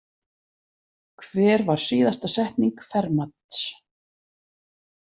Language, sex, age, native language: Icelandic, female, 40-49, Icelandic